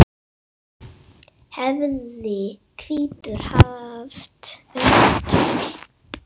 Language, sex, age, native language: Icelandic, male, 8, Icelandic